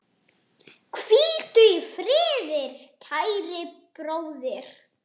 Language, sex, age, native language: Icelandic, male, 8, Icelandic